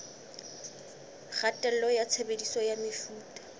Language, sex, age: Southern Sotho, female, 19